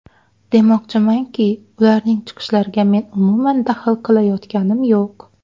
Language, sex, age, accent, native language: Uzbek, female, 19-29, Xorazm, Uzbek